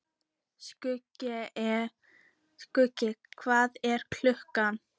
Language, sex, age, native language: Icelandic, female, 14, Icelandic